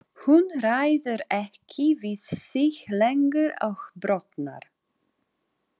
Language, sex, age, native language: Icelandic, female, 40-49, Polish